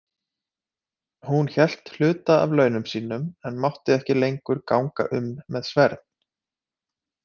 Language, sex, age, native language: Icelandic, male, 30-39, Icelandic